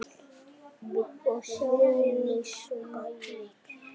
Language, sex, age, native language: Icelandic, male, 8, Icelandic